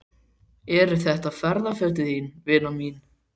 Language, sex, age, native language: Icelandic, male, 12, Icelandic